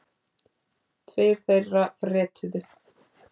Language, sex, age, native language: Icelandic, female, 30-39, Icelandic